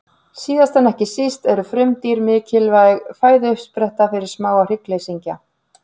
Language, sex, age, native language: Icelandic, female, 40-49, Icelandic